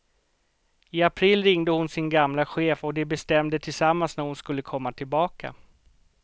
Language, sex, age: Swedish, male, 38